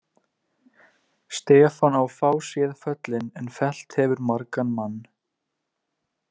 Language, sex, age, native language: Icelandic, male, 20-29, Icelandic